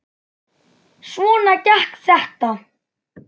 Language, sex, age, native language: Icelandic, female, 9, Icelandic